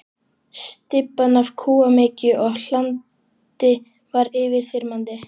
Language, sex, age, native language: Icelandic, male, 12, Icelandic